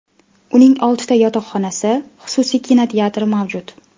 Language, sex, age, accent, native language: Uzbek, female, 18-24, Farg'ona, Uzbek